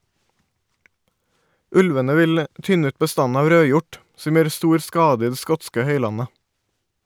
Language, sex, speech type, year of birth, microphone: Norwegian, male, read, 1989, Shure